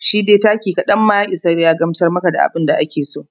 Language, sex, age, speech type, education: Hausa, female, 30-45, spontaneous, tertiary